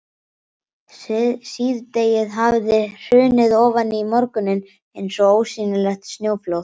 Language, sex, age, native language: Icelandic, male, 12, Icelandic